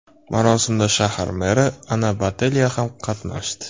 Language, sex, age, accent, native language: Uzbek, male, 18-24, Farg'ona, Uzbek